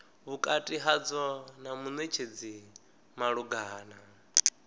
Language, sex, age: Venda, male, 19